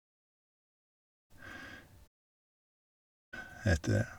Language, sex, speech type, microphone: Norwegian, male, spontaneous, Shure